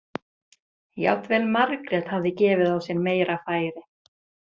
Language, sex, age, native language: Icelandic, female, 30-39, Icelandic